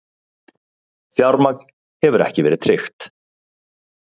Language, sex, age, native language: Icelandic, male, 30-39, Icelandic